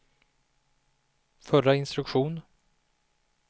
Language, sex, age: Swedish, male, 37